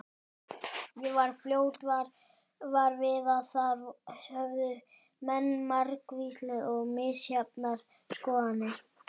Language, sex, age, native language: Icelandic, male, 18-19, Icelandic